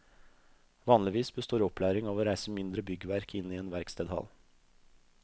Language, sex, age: Norwegian, male, 32